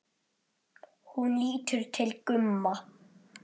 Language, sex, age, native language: Icelandic, male, 8, Icelandic